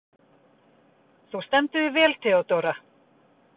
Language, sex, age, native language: Icelandic, female, 50-59, Icelandic